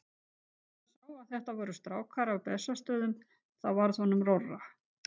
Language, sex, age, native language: Icelandic, female, 50-59, Icelandic